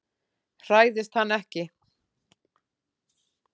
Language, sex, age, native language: Icelandic, female, 10, Icelandic